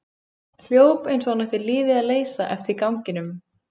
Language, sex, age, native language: Icelandic, female, 15, Icelandic